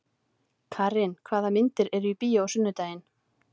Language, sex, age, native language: Icelandic, female, 30-39, Icelandic